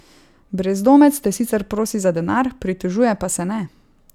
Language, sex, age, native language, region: Slovenian, female, 18-29, Slovenian, Savinja region